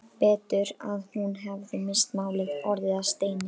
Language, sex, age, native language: Icelandic, female, 12, Icelandic